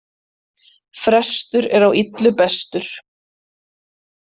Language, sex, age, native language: Icelandic, female, 40-49, Icelandic